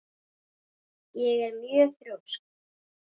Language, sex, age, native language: Icelandic, male, 9, Icelandic